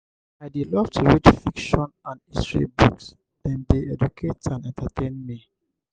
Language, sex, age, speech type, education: Nigerian Pidgin, male, 60+, spontaneous, tertiary